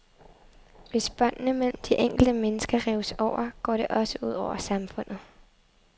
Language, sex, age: Danish, female, 23